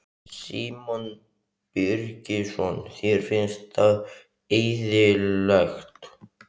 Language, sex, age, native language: Icelandic, male, 15, Icelandic